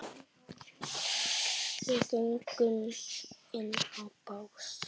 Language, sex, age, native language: Icelandic, male, 9, Icelandic